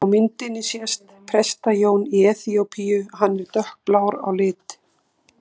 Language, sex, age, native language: Icelandic, female, 60-69, Icelandic